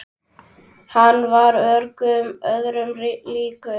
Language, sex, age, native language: Icelandic, male, 10, Icelandic